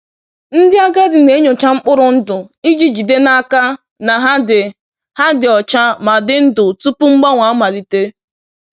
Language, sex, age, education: Igbo, female, 15-29, tertiary